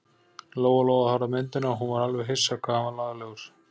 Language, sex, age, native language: Icelandic, male, 40-49, Icelandic